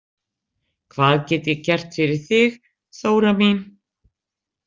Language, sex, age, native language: Icelandic, female, 60-69, Icelandic